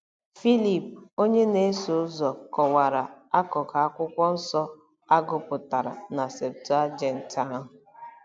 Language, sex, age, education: Igbo, female, 30-45, tertiary